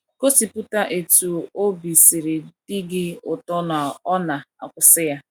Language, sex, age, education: Igbo, female, 15-29, tertiary